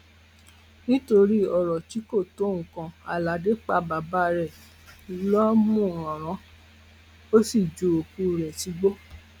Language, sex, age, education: Yoruba, female, 46-60, tertiary